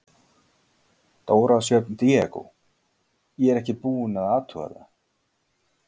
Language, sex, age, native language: Icelandic, male, 40-49, Icelandic